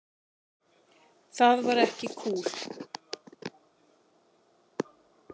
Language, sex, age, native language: Icelandic, female, 40-49, Icelandic